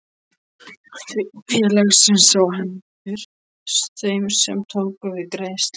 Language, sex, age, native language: Icelandic, male, 13, Icelandic